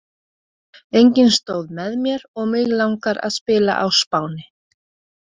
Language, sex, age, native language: Icelandic, female, 40-49, Icelandic